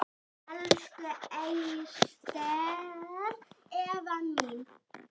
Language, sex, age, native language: Icelandic, female, 8, Icelandic